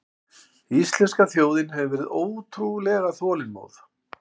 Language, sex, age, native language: Icelandic, male, 60-69, Icelandic